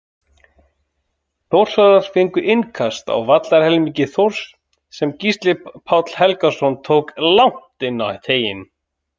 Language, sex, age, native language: Icelandic, male, 30-39, Icelandic